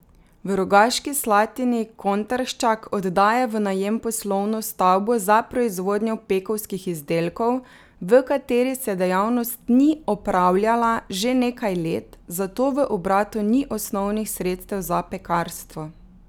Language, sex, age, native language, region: Slovenian, female, 30-49, Slovenian, Drava region